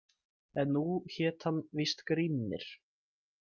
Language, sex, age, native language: Icelandic, male, 20-29, Icelandic